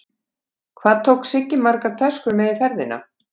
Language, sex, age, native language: Icelandic, female, 50-59, Icelandic